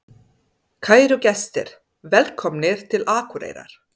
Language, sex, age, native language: Icelandic, female, 30-39, Serbo-Croatian